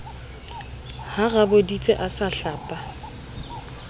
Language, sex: Southern Sotho, female